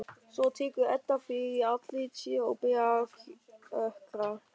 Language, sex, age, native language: Icelandic, male, 13, German